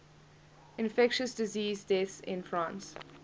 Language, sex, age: English, female, 21